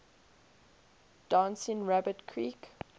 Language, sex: English, female